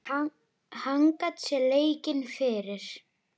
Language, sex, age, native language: Icelandic, female, 10, Icelandic